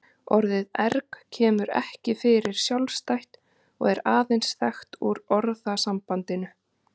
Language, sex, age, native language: Icelandic, female, 30-39, Icelandic